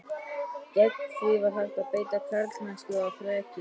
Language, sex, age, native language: Icelandic, male, 12, Icelandic